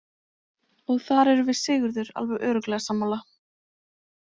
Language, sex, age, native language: Icelandic, female, 20-29, Icelandic